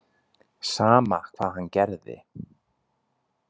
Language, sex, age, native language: Icelandic, male, 30-39, Icelandic